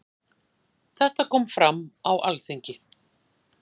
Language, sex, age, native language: Icelandic, female, 50-59, Icelandic